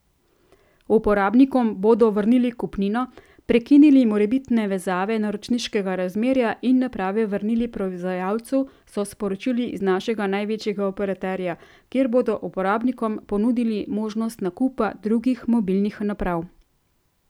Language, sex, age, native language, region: Slovenian, female, 30-49, Slovenian, Central Slovenia